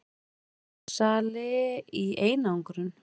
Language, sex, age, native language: Icelandic, female, 40-49, Icelandic